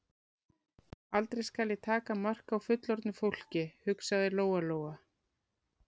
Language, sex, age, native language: Icelandic, female, 40-49, Icelandic